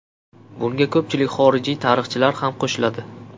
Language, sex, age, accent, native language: Uzbek, male, 18-24, Qashqadaryo, Uzbek